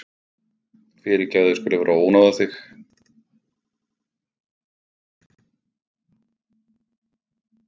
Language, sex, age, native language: Icelandic, male, 50-59, Icelandic